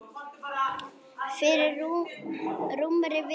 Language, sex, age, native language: Icelandic, female, 9, Icelandic